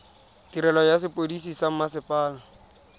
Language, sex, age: Tswana, male, 20